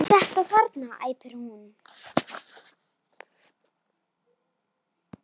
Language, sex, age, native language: Icelandic, female, 7, Icelandic